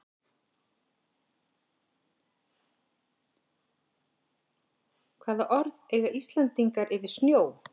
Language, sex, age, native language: Icelandic, female, 50-59, Icelandic